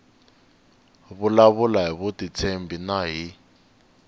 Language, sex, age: Tsonga, male, 19